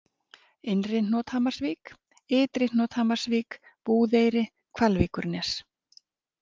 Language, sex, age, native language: Icelandic, female, 30-39, Icelandic